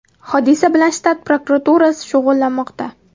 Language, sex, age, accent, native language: Uzbek, female, 19-29, Namangan, Uzbek